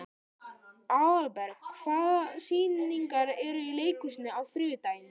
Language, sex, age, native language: Icelandic, male, 13, Icelandic